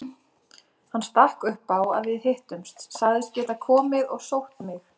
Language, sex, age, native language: Icelandic, female, 30-39, Icelandic